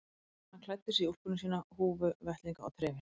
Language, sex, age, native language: Icelandic, female, 30-39, Icelandic